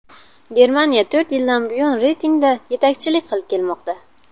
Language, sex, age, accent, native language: Uzbek, female, 19-29, Buxoro, Uzbek